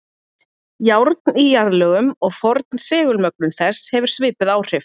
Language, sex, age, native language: Icelandic, female, 40-49, Icelandic